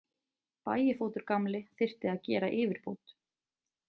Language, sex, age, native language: Icelandic, female, 20-29, Icelandic